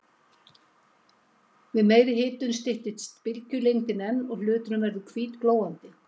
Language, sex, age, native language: Icelandic, female, 70-79, Icelandic